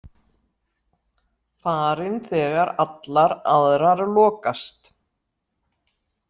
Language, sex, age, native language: Icelandic, female, 60-69, Icelandic